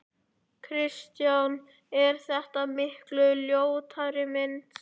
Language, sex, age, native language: Icelandic, male, 11, Icelandic